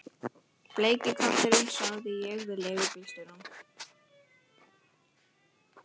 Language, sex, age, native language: Icelandic, female, 12, Icelandic